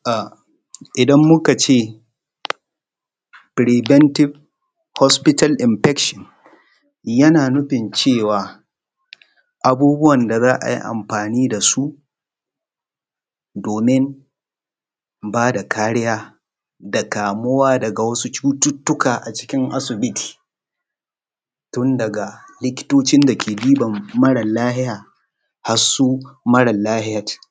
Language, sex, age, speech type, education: Hausa, male, 30-45, spontaneous, tertiary